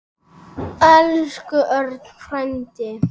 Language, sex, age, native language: Icelandic, male, 8, Icelandic